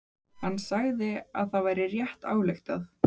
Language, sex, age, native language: Icelandic, female, 15, Icelandic